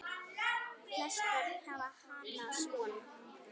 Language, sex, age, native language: Icelandic, female, 10, Icelandic